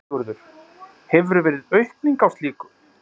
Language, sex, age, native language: Icelandic, male, 30-39, Icelandic